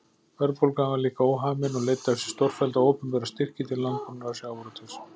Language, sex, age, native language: Icelandic, male, 40-49, Icelandic